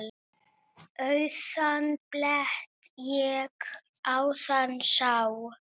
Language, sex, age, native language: Icelandic, female, 9, Icelandic